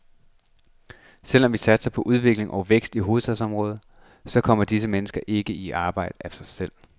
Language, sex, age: Danish, male, 26